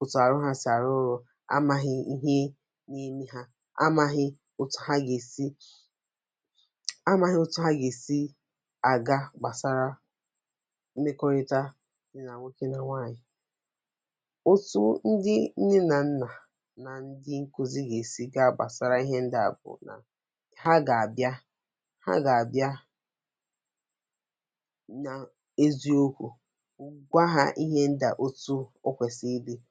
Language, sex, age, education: Igbo, female, 15-29, tertiary